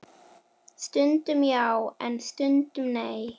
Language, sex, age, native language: Icelandic, female, 10, Icelandic